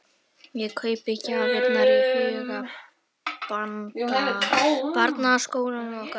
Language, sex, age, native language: Icelandic, female, 11, Icelandic